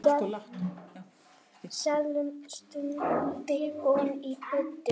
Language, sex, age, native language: Icelandic, female, 7, Icelandic